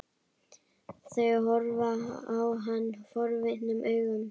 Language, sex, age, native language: Icelandic, female, 11, Icelandic